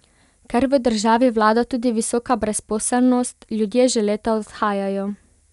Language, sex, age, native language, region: Slovenian, female, 18-29, Slovenian, Pomurje region